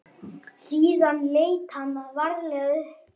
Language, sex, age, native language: Icelandic, male, 9, Icelandic